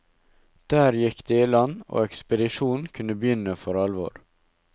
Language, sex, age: Norwegian, male, 19